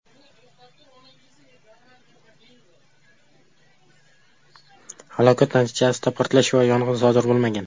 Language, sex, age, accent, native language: Uzbek, male, 12-17, Qashqadaryo, Uzbek